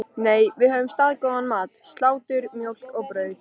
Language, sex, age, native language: Icelandic, female, 13, Icelandic